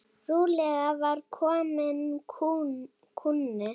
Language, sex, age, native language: Icelandic, female, 8, Danish